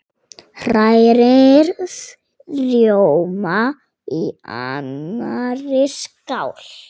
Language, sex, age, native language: Icelandic, female, 8, Icelandic